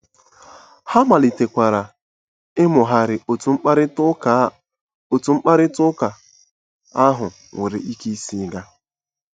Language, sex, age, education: Igbo, male, 15-29, tertiary